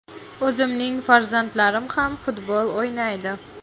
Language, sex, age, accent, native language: Uzbek, female, 12-17, Farg'ona, Uzbek